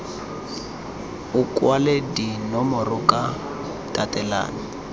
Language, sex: Tswana, male